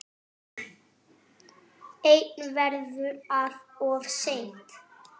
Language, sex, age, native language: Icelandic, male, 8, French